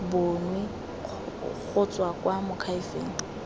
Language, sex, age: Tswana, female, 18